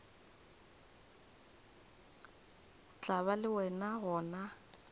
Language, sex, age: Northern Sotho, female, 24